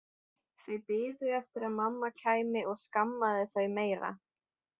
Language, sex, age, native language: Icelandic, female, 20-29, Icelandic